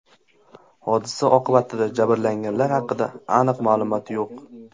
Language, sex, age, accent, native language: Uzbek, male, 18-24, Qashqadaryo, Uzbek